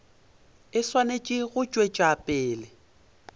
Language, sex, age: Northern Sotho, male, 22